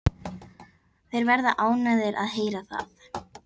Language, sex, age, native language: Icelandic, female, 11, Icelandic